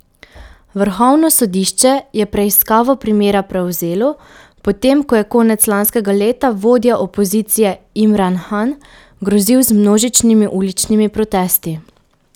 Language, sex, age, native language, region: Slovenian, female, 18-29, Slovenian, Pomurje region